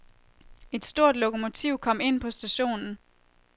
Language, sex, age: Danish, female, 23